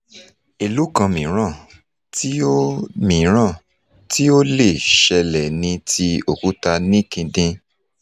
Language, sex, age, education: Yoruba, male, 30-45, tertiary